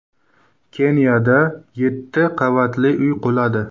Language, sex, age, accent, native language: Uzbek, male, 19-29, Qashqadaryo, Uzbek